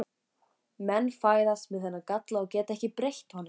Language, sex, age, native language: Icelandic, female, 14, Icelandic